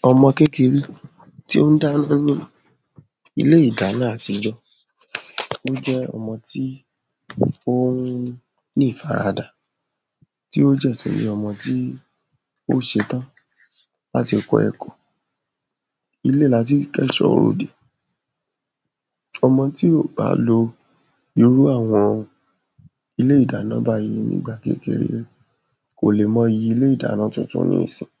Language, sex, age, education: Yoruba, female, 30-45, secondary